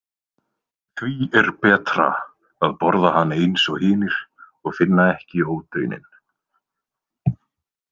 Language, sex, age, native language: Icelandic, male, 20-29, Icelandic